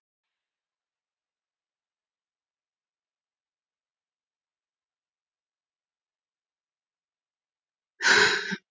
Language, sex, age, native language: Icelandic, female, 30-39, Icelandic